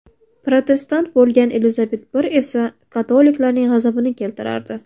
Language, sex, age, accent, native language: Uzbek, female, 19-29, Navoiy, Uzbek